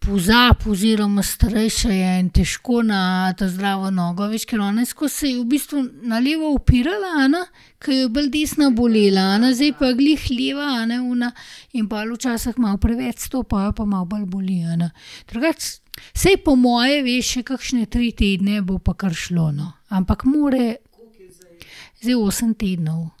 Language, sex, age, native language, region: Slovenian, female, 30-49, Slovenian, Gorenjska region